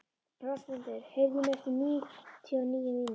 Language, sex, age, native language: Icelandic, female, 11, Icelandic